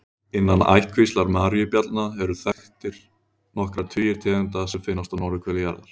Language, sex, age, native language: Icelandic, male, 30-39, Icelandic